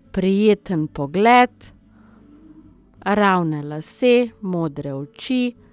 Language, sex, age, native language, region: Slovenian, female, 30-49, Slovenian, Southeast Slovenia